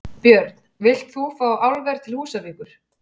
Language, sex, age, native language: Icelandic, female, 40-49, Icelandic